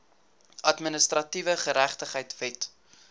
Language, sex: Afrikaans, male